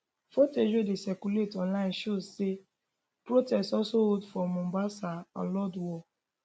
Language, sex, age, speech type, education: Nigerian Pidgin, female, 15-29, spontaneous, tertiary